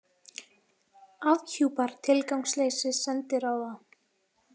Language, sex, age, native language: Icelandic, female, 18-19, Icelandic